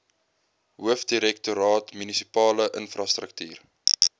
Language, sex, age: Afrikaans, male, 22